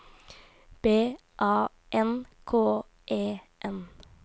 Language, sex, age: Norwegian, female, 18